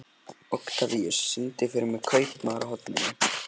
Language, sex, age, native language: Icelandic, male, 11, Icelandic